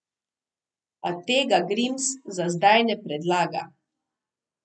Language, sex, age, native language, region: Slovenian, female, 30-49, Slovenian, Southeast Slovenia